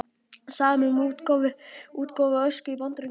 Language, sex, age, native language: Icelandic, female, 50-59, Icelandic